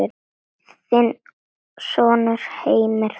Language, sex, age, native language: Icelandic, female, 9, Latvian